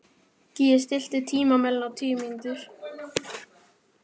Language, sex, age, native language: Icelandic, male, 12, Icelandic